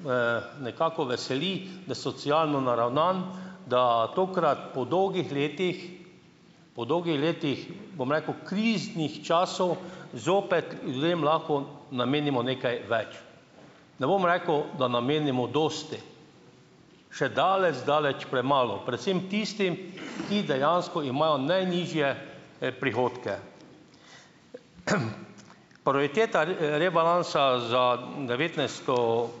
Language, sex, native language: Slovenian, male, Slovenian